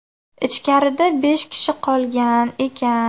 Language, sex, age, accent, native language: Uzbek, female, 18-24, Farg'ona, Uzbek